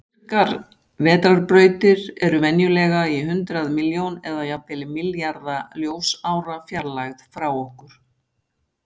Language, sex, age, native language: Icelandic, female, 60-69, Icelandic